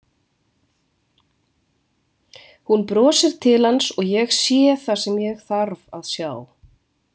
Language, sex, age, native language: Icelandic, female, 20-29, Icelandic